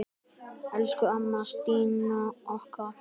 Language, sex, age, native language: Icelandic, male, 10, Icelandic